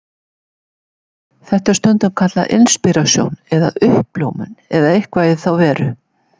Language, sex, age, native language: Icelandic, female, 70-79, Icelandic